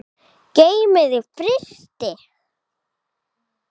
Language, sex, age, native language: Icelandic, female, 8, Icelandic